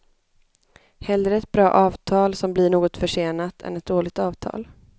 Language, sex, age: Swedish, male, 25